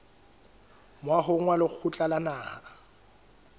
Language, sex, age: Southern Sotho, male, 23